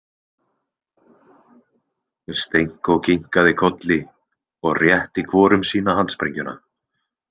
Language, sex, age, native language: Icelandic, male, 20-29, Icelandic